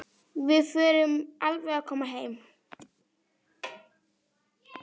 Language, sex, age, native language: Icelandic, female, 11, Icelandic